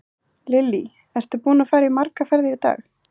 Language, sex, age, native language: Icelandic, female, 20-29, Icelandic